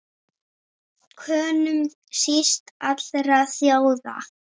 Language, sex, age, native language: Icelandic, female, 8, Icelandic